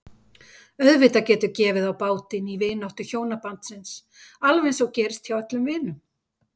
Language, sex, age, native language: Icelandic, female, 50-59, Icelandic